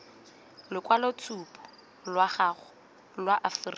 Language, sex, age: Tswana, female, 21